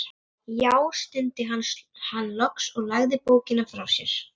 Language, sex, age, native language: Icelandic, female, 11, Icelandic